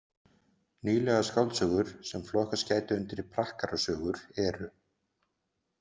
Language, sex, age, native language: Icelandic, male, 40-49, Icelandic